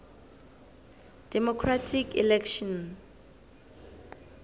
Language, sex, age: South Ndebele, female, 18